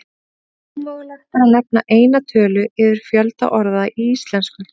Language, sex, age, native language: Icelandic, female, 30-39, Icelandic